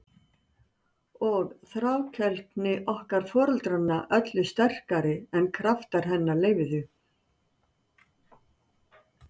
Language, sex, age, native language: Icelandic, female, 60-69, Icelandic